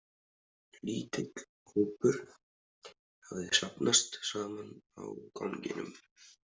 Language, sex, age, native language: Icelandic, male, 30-39, Icelandic